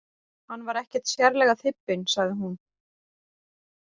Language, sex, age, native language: Icelandic, female, 40-49, Icelandic